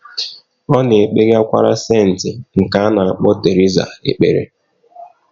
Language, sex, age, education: Igbo, male, 30-45, tertiary